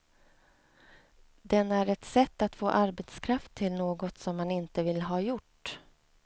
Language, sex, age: Swedish, female, 37